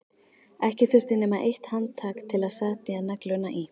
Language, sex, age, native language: Icelandic, female, 13, Icelandic